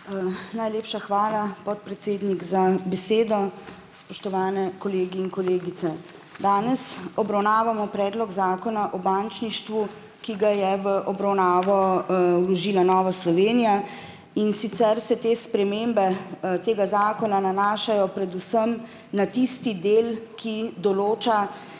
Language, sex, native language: Slovenian, female, Slovenian